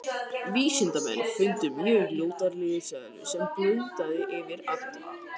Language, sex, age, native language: Icelandic, male, 18-19, Icelandic